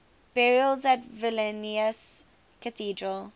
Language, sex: English, female